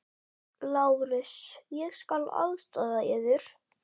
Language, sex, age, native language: Icelandic, male, 10, Icelandic